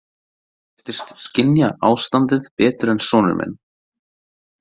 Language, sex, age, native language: Icelandic, male, 18-19, Icelandic